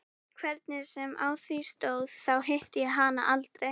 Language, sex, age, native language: Icelandic, female, 14, Icelandic